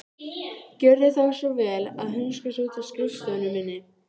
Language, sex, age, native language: Icelandic, female, 13, Icelandic